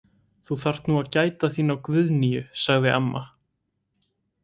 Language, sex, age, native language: Icelandic, male, 18-19, Icelandic